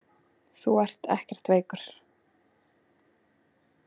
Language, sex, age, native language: Icelandic, female, 20-29, Icelandic